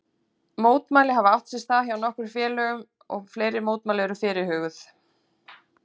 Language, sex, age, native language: Icelandic, female, 40-49, Icelandic